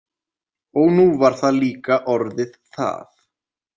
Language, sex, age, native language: Icelandic, male, 20-29, Icelandic